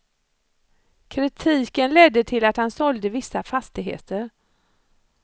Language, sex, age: Swedish, female, 54